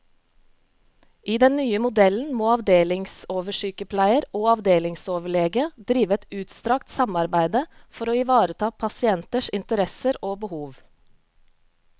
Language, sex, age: Norwegian, female, 35